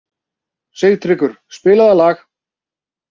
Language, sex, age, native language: Icelandic, male, 30-39, Icelandic